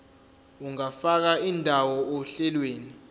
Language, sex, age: Zulu, male, 20